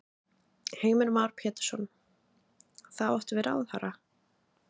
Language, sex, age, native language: Icelandic, other, 20-29, Icelandic